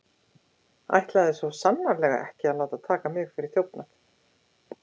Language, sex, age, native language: Icelandic, female, 50-59, Icelandic